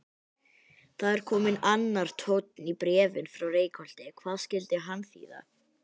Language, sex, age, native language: Icelandic, male, 18-19, Icelandic